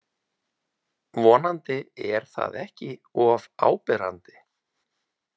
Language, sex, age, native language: Icelandic, male, 50-59, Icelandic